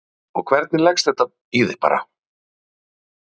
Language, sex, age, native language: Icelandic, male, 40-49, Icelandic